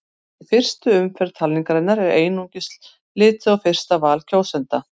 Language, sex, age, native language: Icelandic, female, 50-59, Icelandic